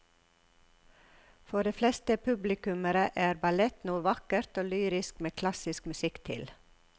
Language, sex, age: Norwegian, female, 54